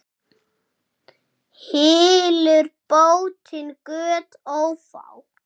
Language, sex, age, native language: Icelandic, male, 6, Icelandic